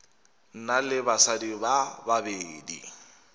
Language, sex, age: Northern Sotho, male, 21